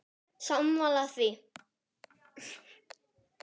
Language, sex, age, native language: Icelandic, female, 10, Icelandic